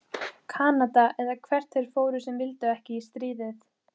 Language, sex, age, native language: Icelandic, female, 15, Icelandic